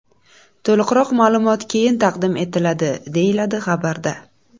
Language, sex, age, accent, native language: Uzbek, female, 18-24, Buxoro, Uzbek